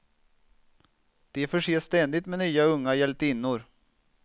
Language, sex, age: Swedish, male, 27